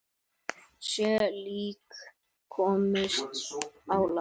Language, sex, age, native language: Icelandic, male, 9, Icelandic